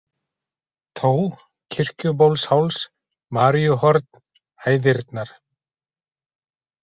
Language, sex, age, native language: Icelandic, male, 40-49, Icelandic